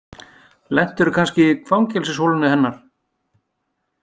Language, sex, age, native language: Icelandic, male, 50-59, Icelandic